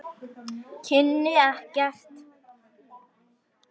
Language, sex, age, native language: Icelandic, female, 9, Icelandic